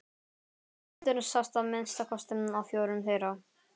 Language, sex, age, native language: Icelandic, male, 11, Icelandic